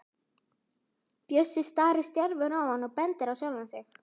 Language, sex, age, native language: Icelandic, female, 12, Icelandic